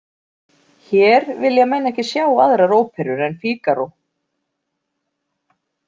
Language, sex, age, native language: Icelandic, female, 40-49, Icelandic